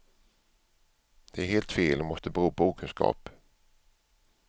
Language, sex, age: Swedish, male, 47